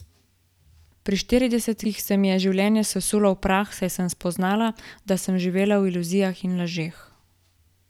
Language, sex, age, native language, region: Slovenian, female, 18-29, Slovenian, Gorica region